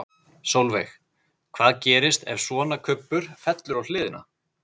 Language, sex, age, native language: Icelandic, male, 30-39, Icelandic